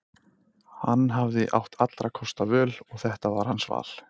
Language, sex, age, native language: Icelandic, male, 30-39, Icelandic